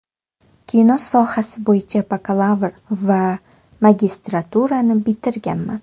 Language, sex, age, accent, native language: Uzbek, female, 18-24, Toshkent shahri, Uzbek